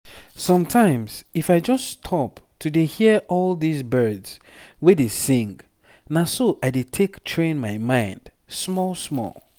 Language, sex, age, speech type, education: Nigerian Pidgin, male, 30-45, spontaneous, tertiary